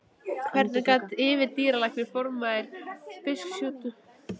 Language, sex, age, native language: Icelandic, female, 13, Icelandic